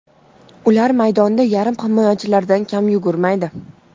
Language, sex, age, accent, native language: Uzbek, female, 25-34, Toshkent shahri, Uzbek